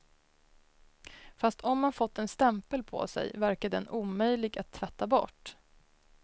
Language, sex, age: Swedish, female, 33